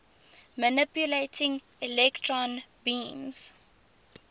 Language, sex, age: English, female, 19